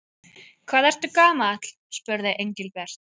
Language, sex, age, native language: Icelandic, female, 30-39, Icelandic